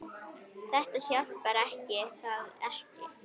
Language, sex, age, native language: Icelandic, female, 9, Icelandic